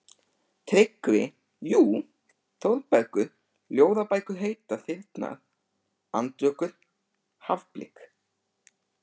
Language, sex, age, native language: Icelandic, male, 13, Icelandic